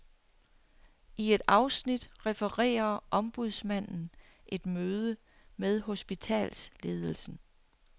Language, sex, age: Danish, female, 60